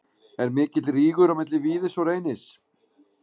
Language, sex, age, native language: Icelandic, male, 40-49, Icelandic